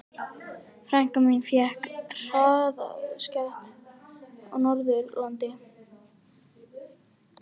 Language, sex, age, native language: Icelandic, female, 11, Icelandic